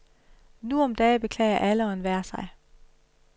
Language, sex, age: Danish, female, 31